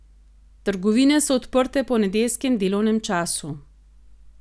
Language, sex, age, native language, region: Slovenian, female, 30-49, Slovenian, Gorenjska region